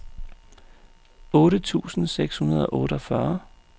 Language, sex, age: Danish, male, 35